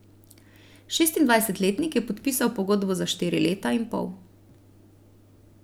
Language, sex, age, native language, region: Slovenian, female, 30-49, Slovenian, Central Slovenia